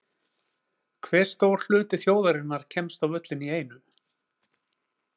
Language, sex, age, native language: Icelandic, male, 40-49, Icelandic